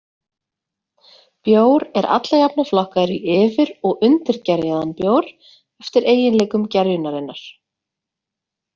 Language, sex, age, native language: Icelandic, female, 30-39, Icelandic